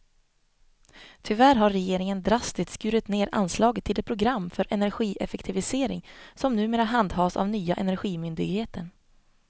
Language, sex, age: Swedish, female, 25